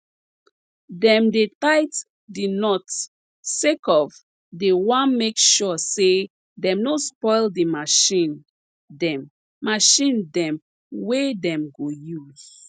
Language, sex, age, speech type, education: Nigerian Pidgin, female, 30-45, spontaneous, tertiary